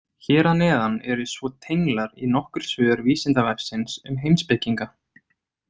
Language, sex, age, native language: Icelandic, male, 30-39, Icelandic